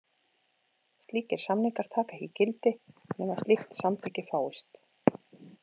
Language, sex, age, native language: Icelandic, female, 40-49, Icelandic